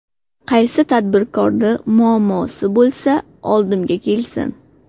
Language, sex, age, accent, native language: Uzbek, female, 18-24, Qashqadaryo, Uzbek